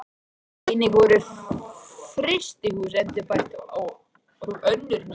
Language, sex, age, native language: Icelandic, male, 13, Icelandic